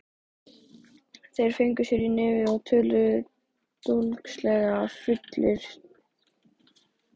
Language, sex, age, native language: Icelandic, male, 12, Icelandic